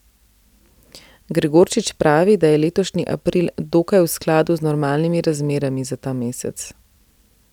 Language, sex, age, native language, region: Slovenian, female, 30-49, Slovenian, Central Slovenia